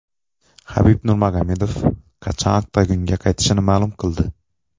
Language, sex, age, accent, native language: Uzbek, male, 25-34, Xorazm, Uzbek